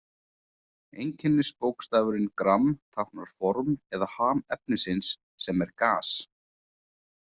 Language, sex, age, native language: Icelandic, male, 20-29, Icelandic